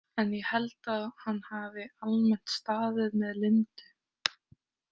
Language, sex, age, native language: Icelandic, female, 18-19, Icelandic